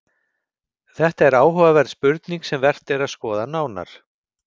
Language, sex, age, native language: Icelandic, male, 50-59, Icelandic